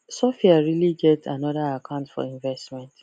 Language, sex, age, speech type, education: Nigerian Pidgin, female, 15-29, spontaneous, tertiary